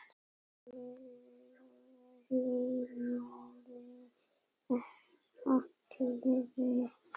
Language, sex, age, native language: Icelandic, female, 8, Icelandic